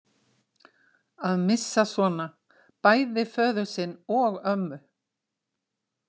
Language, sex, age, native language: Icelandic, female, 60-69, Icelandic